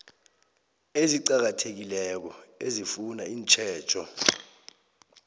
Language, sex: South Ndebele, male